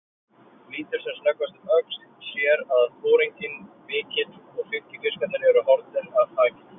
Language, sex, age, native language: Icelandic, male, 30-39, Icelandic